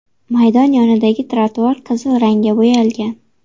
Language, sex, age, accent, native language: Uzbek, female, 18-24, Xorazm, Uzbek